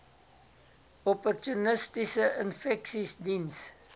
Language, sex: Afrikaans, male